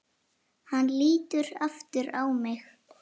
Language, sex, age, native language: Icelandic, female, 7, Icelandic